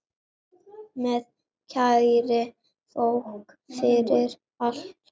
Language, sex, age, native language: Icelandic, male, 8, Icelandic